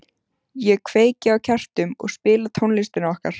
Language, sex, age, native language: Icelandic, female, 14, Icelandic